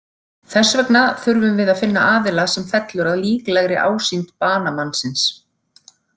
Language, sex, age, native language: Icelandic, female, 40-49, Icelandic